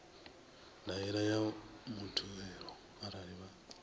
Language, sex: Venda, male